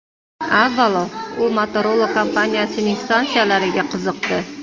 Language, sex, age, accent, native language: Uzbek, female, 35+, Toshkent shahri, Uzbek